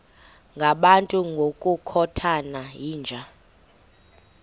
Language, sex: Xhosa, female